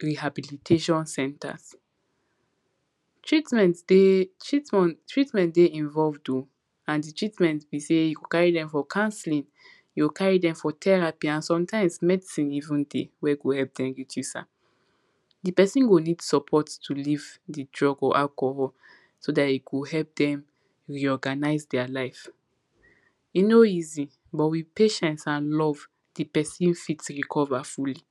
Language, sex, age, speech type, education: Nigerian Pidgin, female, 15-29, spontaneous, tertiary